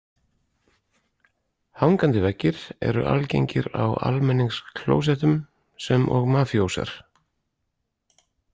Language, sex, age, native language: Icelandic, male, 40-49, Icelandic